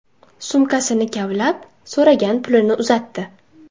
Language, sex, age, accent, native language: Uzbek, female, 19-29, Toshkent shahri, Uzbek